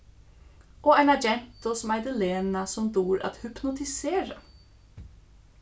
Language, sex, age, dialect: Faroese, female, 15-35, Suðurstreymoy